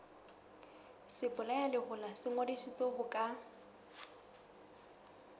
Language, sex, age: Southern Sotho, female, 19